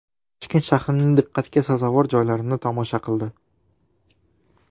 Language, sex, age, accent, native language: Uzbek, male, 12-17, Toshkent shahri, Uzbek